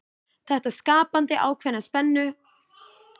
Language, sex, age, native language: Icelandic, female, 20-29, Icelandic